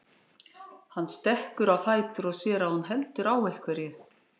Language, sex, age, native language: Icelandic, female, 60-69, Icelandic